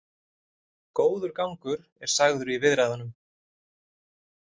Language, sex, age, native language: Icelandic, male, 30-39, Icelandic